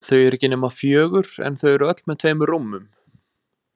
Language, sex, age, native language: Icelandic, male, 20-29, Icelandic